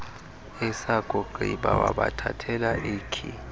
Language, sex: Xhosa, male